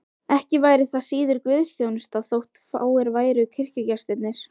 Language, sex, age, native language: Icelandic, female, 12, Icelandic